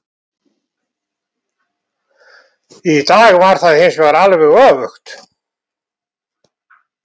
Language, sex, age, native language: Icelandic, male, 70-79, Icelandic